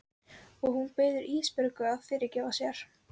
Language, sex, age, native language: Icelandic, female, 12, Icelandic